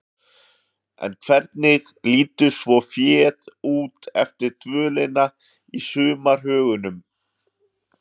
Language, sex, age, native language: Icelandic, male, 40-49, Icelandic